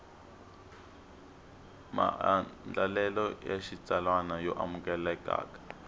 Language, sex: Tsonga, male